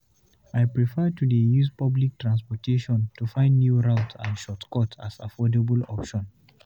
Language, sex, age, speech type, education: Nigerian Pidgin, male, 15-29, read, tertiary